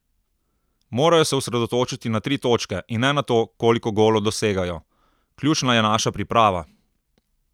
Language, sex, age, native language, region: Slovenian, male, 30-49, Slovenian, Southeast Slovenia